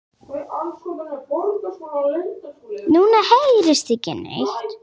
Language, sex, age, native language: Icelandic, female, 7, Icelandic